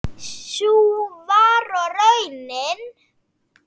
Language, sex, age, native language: Icelandic, female, 9, Icelandic